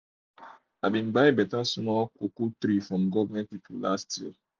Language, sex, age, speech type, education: Nigerian Pidgin, male, 30-45, spontaneous, tertiary